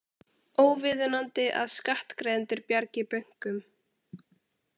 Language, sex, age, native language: Icelandic, female, 18-19, Icelandic